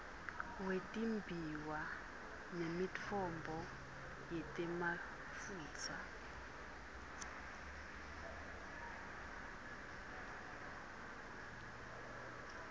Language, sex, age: Swati, female, 22